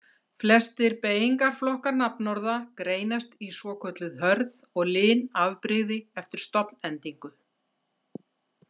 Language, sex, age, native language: Icelandic, female, 60-69, Icelandic